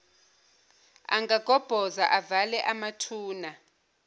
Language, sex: Zulu, female